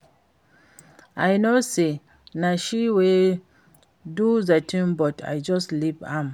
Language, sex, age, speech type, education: Nigerian Pidgin, female, 46-60, read, secondary